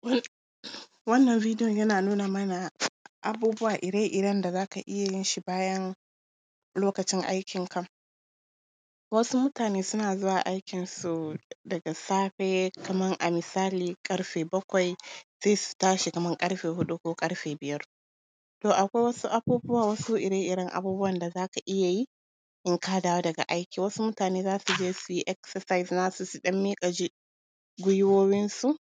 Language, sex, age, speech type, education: Hausa, female, 15-29, spontaneous, primary